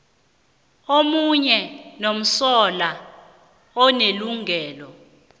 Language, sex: South Ndebele, female